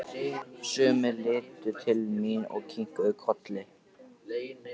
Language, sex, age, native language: Icelandic, male, 13, Icelandic